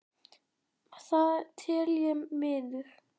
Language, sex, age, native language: Icelandic, male, 10, Icelandic